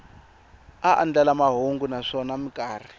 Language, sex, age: Tsonga, male, 25